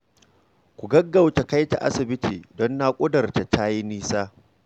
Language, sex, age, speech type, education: Hausa, male, 46-60, read, secondary